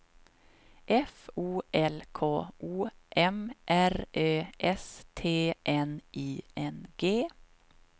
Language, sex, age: Swedish, female, 26